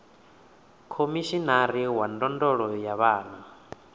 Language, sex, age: Venda, male, 28